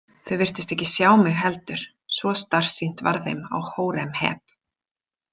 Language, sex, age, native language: Icelandic, female, 40-49, Icelandic